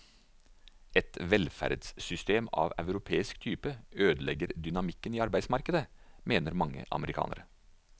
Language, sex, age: Norwegian, male, 49